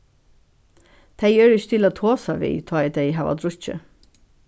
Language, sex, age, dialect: Faroese, female, 61+, Suðurstreymoy